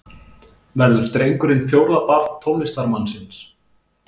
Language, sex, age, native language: Icelandic, male, 20-29, Icelandic